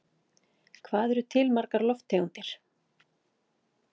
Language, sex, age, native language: Icelandic, female, 40-49, Icelandic